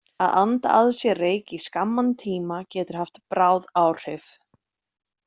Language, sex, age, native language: Icelandic, female, 30-39, Icelandic